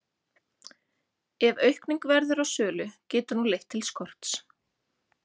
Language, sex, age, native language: Icelandic, female, 30-39, Icelandic